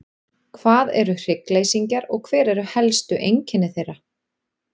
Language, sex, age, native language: Icelandic, female, 40-49, Icelandic